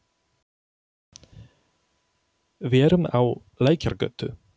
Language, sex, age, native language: Icelandic, male, 20-29, Polish